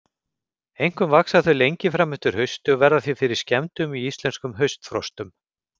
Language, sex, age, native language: Icelandic, male, 50-59, Icelandic